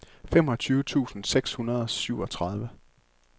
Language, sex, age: Danish, male, 24